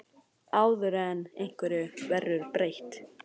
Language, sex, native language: Icelandic, other, Chinese